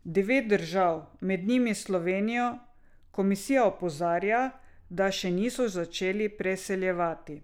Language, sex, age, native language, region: Slovenian, female, 50-59, Slovenian, Drava region